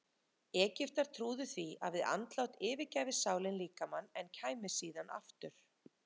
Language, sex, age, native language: Icelandic, female, 30-39, Icelandic